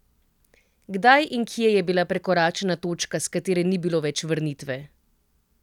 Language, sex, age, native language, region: Slovenian, female, 30-49, Slovenian, Central Slovenia